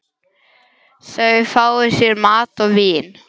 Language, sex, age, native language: Icelandic, male, 11, English